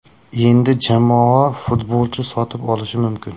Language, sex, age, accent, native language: Uzbek, male, 25-34, Namangan, Uzbek